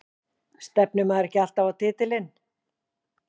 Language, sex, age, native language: Icelandic, female, 40-49, Icelandic